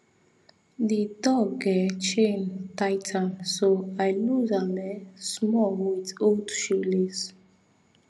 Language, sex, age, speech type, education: Nigerian Pidgin, female, 30-45, spontaneous, tertiary